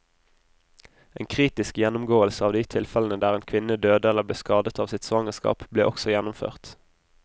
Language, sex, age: Norwegian, male, 20